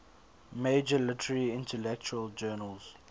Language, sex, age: English, male, 22